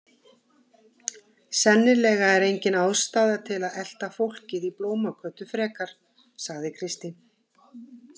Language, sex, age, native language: Icelandic, female, 50-59, Icelandic